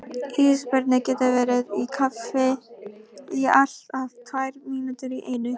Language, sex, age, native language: Icelandic, female, 18-19, Icelandic